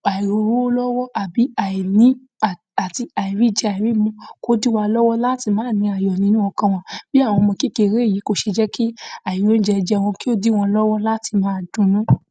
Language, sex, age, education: Yoruba, female, 46-60, secondary